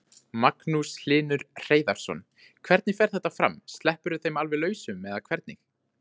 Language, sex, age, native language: Icelandic, male, 20-29, Icelandic